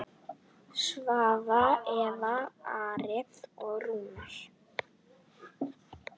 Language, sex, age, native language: Icelandic, female, 9, Icelandic